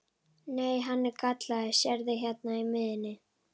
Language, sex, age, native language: Icelandic, female, 11, Icelandic